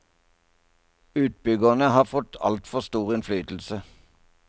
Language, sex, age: Norwegian, male, 57